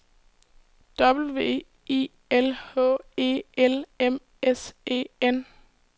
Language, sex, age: Danish, female, 18